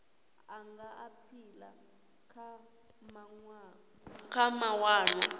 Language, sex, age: Venda, female, 18